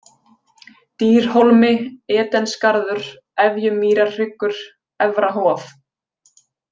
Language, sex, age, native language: Icelandic, female, 20-29, Icelandic